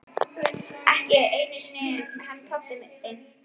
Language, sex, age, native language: Icelandic, male, 11, Icelandic